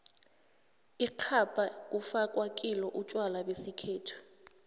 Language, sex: South Ndebele, female